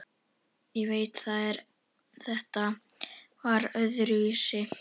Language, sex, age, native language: Icelandic, female, 11, Icelandic